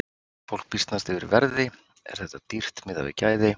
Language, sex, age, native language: Icelandic, male, 50-59, Icelandic